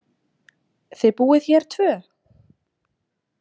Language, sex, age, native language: Icelandic, female, 20-29, Icelandic